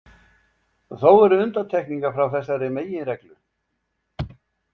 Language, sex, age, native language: Icelandic, male, 70-79, Icelandic